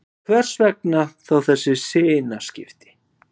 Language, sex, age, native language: Icelandic, male, 20-29, Icelandic